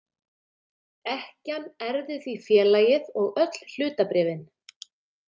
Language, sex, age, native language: Icelandic, female, 30-39, Icelandic